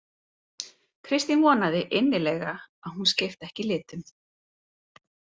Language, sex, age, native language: Icelandic, female, 30-39, Icelandic